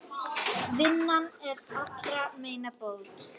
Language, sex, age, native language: Icelandic, female, 10, Icelandic